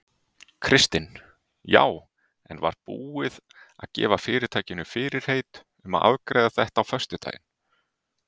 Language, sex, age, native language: Icelandic, male, 30-39, Icelandic